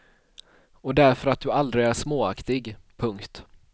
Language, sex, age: Swedish, male, 31